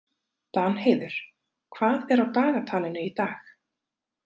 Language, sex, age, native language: Icelandic, female, 30-39, Icelandic